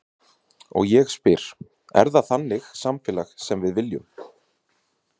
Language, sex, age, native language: Icelandic, male, 30-39, Icelandic